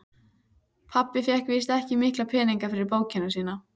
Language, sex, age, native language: Icelandic, female, 14, Icelandic